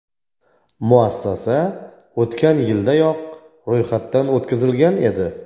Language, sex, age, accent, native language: Uzbek, male, 40-49, Toshkent viloyati, Uzbek